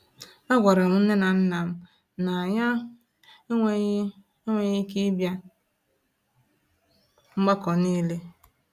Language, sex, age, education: Igbo, female, 15-29, tertiary